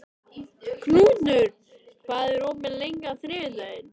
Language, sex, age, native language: Icelandic, male, 13, Icelandic